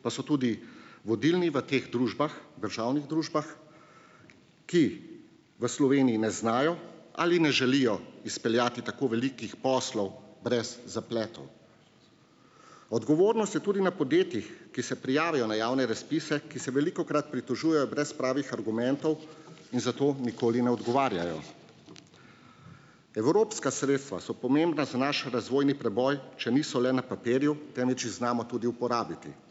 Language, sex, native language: Slovenian, male, Slovenian